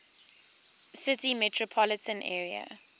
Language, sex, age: English, female, 19